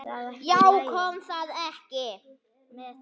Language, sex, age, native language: Icelandic, male, 9, Icelandic